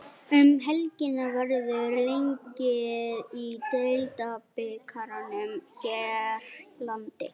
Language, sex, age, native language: Icelandic, female, 18-19, Icelandic